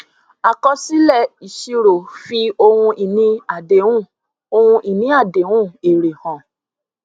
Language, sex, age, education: Yoruba, female, 15-29, tertiary